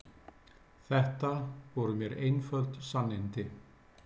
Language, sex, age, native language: Icelandic, male, 60-69, Icelandic